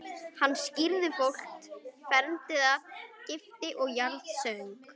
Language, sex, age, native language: Icelandic, female, 11, Icelandic